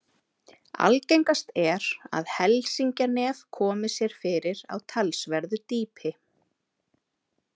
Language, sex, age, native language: Icelandic, female, 30-39, Icelandic